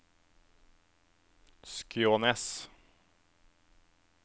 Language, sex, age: Norwegian, male, 27